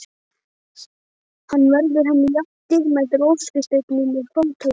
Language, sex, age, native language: Icelandic, male, 12, Icelandic